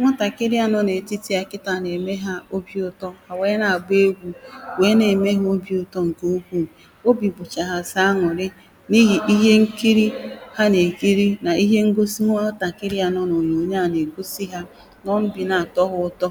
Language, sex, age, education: Igbo, female, 30-45, primary